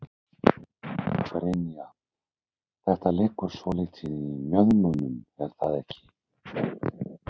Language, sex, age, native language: Icelandic, male, 60-69, Icelandic